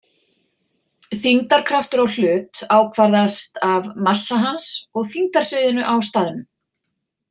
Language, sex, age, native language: Icelandic, female, 40-49, Icelandic